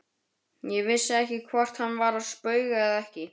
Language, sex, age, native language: Icelandic, male, 12, Icelandic